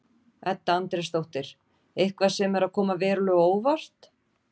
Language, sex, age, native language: Icelandic, female, 40-49, Icelandic